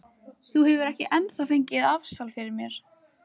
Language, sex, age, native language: Icelandic, female, 14, Icelandic